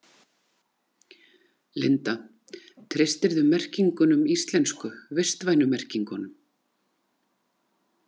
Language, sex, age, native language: Icelandic, female, 40-49, Icelandic